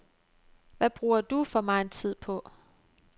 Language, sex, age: Danish, female, 29